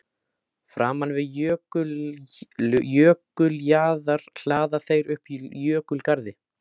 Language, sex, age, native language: Icelandic, male, 18-19, Icelandic